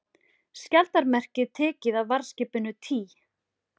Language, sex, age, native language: Icelandic, female, 40-49, Icelandic